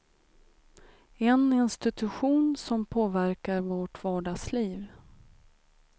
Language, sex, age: Swedish, female, 36